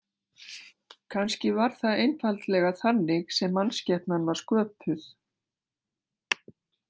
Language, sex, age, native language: Icelandic, female, 60-69, Icelandic